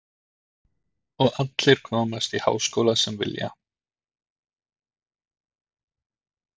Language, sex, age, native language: Icelandic, male, 30-39, Icelandic